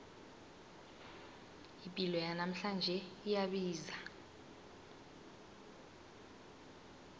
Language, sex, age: South Ndebele, female, 18